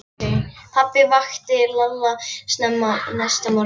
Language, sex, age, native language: Icelandic, female, 11, Icelandic